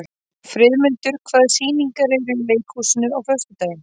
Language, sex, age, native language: Icelandic, female, 30-39, Icelandic